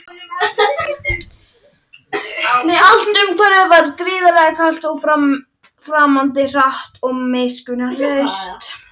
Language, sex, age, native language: Icelandic, female, 13, Icelandic